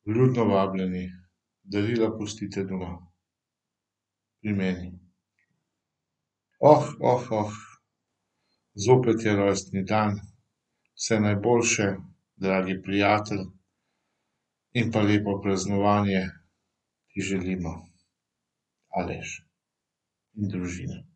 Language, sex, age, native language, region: Slovenian, male, 50-59, Slovenian, Central Slovenia